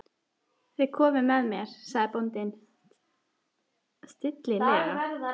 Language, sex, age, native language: Icelandic, female, 14, Icelandic